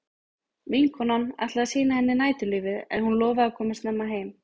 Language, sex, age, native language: Icelandic, female, 20-29, Icelandic